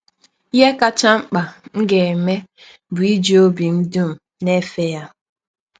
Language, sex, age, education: Igbo, female, 15-29, tertiary